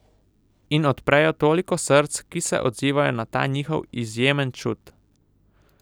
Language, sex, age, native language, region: Slovenian, male, 18-29, Slovenian, Southeast Slovenia